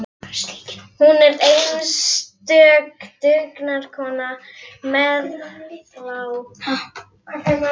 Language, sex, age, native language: Icelandic, female, 11, Icelandic